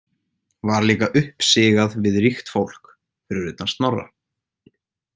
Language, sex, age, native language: Icelandic, male, 18-19, Icelandic